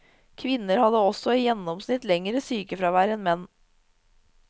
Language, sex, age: Norwegian, female, 30